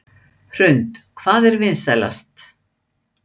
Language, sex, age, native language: Icelandic, female, 60-69, Icelandic